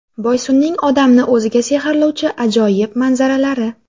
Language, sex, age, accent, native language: Uzbek, female, 19-29, Jizzax, Uzbek